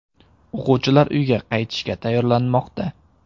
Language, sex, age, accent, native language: Uzbek, male, 18-24, Samarqand, Uzbek